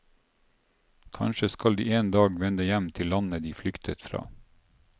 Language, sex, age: Norwegian, male, 47